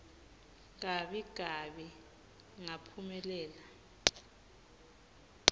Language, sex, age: Swati, female, 20